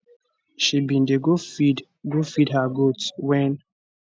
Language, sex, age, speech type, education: Nigerian Pidgin, male, 15-29, spontaneous, tertiary